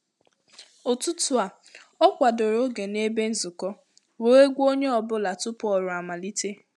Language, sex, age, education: Igbo, female, 15-29, tertiary